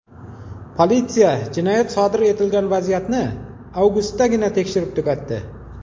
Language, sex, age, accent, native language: Uzbek, male, 40-49, Jizzax, Uzbek